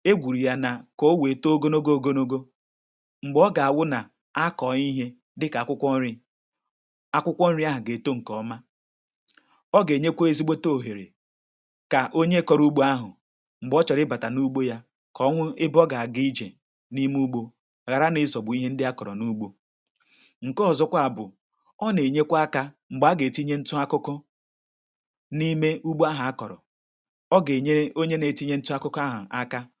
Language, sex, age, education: Igbo, male, 30-45, tertiary